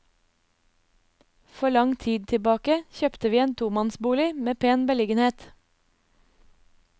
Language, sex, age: Norwegian, female, 24